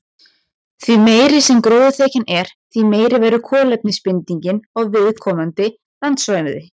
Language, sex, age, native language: Icelandic, female, 20-29, Icelandic